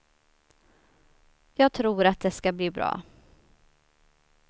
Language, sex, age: Swedish, female, 29